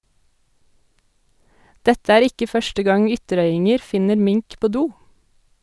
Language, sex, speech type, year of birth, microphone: Norwegian, female, read, 1986, Sennheiser